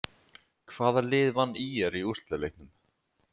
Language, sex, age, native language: Icelandic, male, 20-29, Icelandic